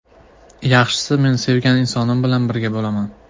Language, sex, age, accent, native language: Uzbek, male, 19-29, Farg'ona, Uzbek